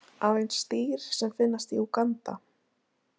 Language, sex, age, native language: Icelandic, female, 20-29, Icelandic